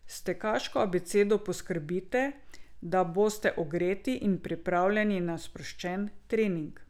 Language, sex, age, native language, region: Slovenian, female, 50-59, Slovenian, Drava region